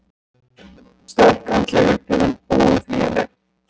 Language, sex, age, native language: Icelandic, male, 30-39, Icelandic